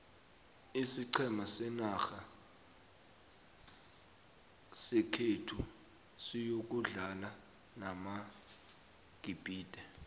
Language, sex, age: South Ndebele, male, 21